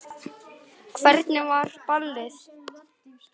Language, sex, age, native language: Icelandic, male, 9, Icelandic